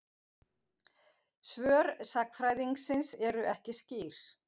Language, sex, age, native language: Icelandic, female, 50-59, Icelandic